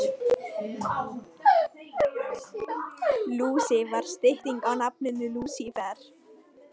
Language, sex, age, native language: Icelandic, female, 13, Icelandic